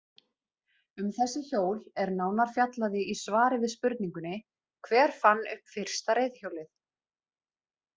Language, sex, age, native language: Icelandic, female, 20-29, Icelandic